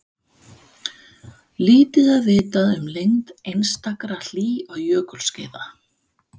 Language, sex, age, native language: Icelandic, female, 50-59, Danish